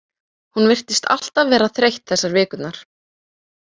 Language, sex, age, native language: Icelandic, female, 18-19, Icelandic